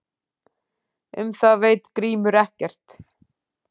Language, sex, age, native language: Icelandic, female, 10, Icelandic